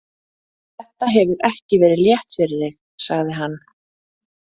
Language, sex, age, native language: Icelandic, female, 30-39, Icelandic